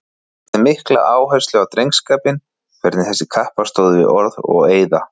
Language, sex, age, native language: Icelandic, male, 40-49, Icelandic